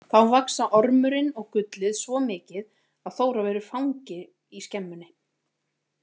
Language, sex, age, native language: Icelandic, female, 40-49, Icelandic